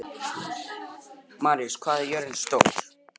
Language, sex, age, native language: Icelandic, male, 11, Icelandic